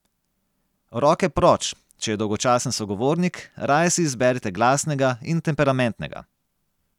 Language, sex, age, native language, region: Slovenian, male, 30-49, Slovenian, Gorenjska region